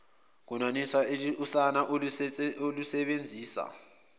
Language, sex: Zulu, male